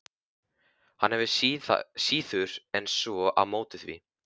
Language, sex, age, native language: Icelandic, male, 15, Icelandic